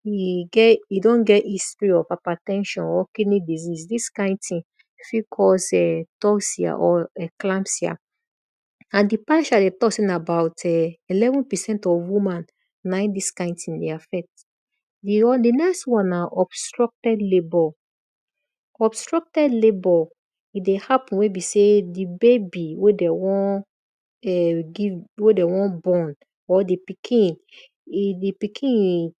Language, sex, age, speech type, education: Nigerian Pidgin, female, 30-45, spontaneous, tertiary